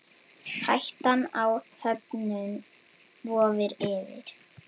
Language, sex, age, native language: Icelandic, female, 10, Icelandic